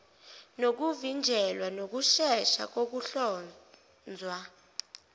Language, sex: Zulu, female